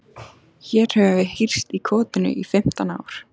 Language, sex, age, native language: Icelandic, female, 14, Icelandic